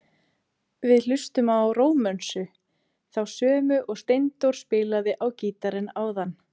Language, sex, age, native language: Icelandic, female, 30-39, Icelandic